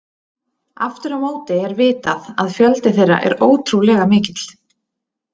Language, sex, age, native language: Icelandic, female, 30-39, Icelandic